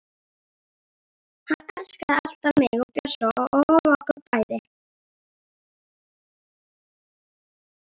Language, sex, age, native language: Icelandic, female, 11, Icelandic